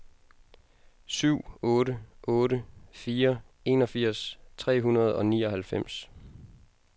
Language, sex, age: Danish, male, 22